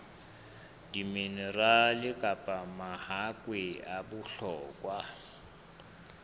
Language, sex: Southern Sotho, male